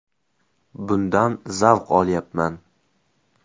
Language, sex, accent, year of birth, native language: Uzbek, male, Farg'ona, 2004, Uzbek